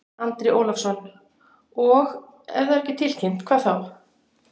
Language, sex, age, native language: Icelandic, female, 60-69, Icelandic